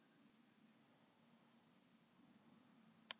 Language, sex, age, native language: Icelandic, female, 18-19, Icelandic